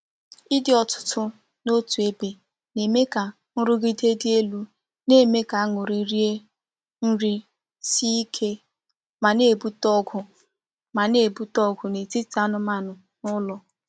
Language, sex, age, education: Igbo, female, 15-29, tertiary